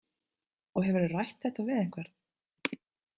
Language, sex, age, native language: Icelandic, female, 30-39, Icelandic